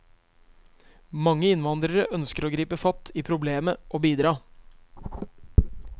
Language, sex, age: Norwegian, male, 23